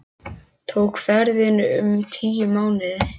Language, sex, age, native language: Icelandic, male, 10, Icelandic